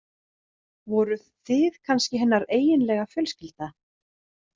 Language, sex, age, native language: Icelandic, female, 30-39, Icelandic